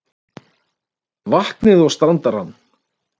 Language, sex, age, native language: Icelandic, male, 30-39, Icelandic